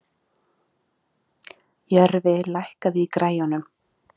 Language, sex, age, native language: Icelandic, female, 30-39, Icelandic